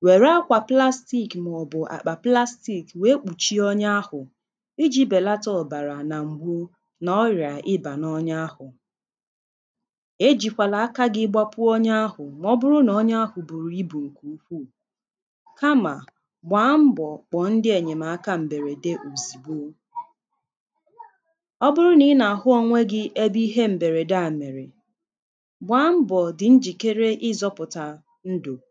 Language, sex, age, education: Igbo, female, 15-29, tertiary